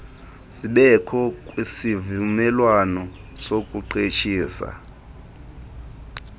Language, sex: Xhosa, male